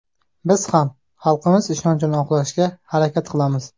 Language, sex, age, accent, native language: Uzbek, male, 19-29, Samarqand, Uzbek